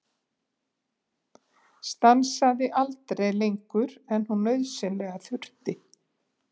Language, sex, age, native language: Icelandic, female, 70-79, Icelandic